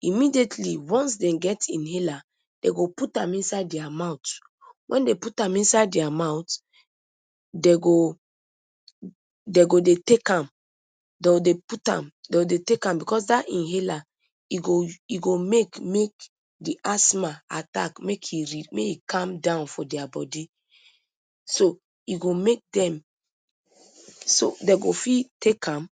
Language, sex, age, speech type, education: Nigerian Pidgin, female, 30-45, spontaneous, tertiary